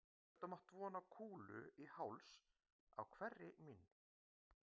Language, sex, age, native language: Icelandic, male, 50-59, Icelandic